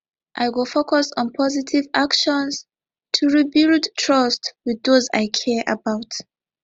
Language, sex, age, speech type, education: Nigerian Pidgin, female, 15-29, spontaneous, tertiary